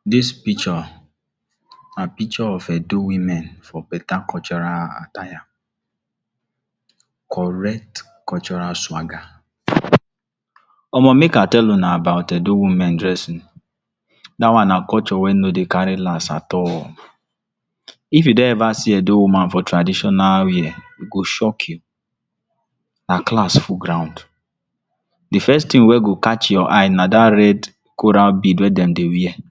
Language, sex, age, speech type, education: Nigerian Pidgin, male, 46-60, spontaneous, tertiary